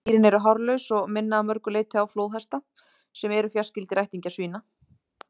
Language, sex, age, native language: Icelandic, female, 30-39, Icelandic